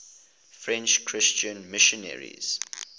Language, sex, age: English, male, 20